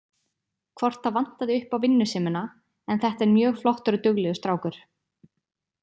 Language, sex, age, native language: Icelandic, female, 20-29, Icelandic